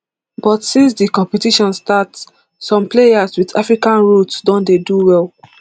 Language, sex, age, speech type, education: Nigerian Pidgin, male, 30-45, spontaneous, tertiary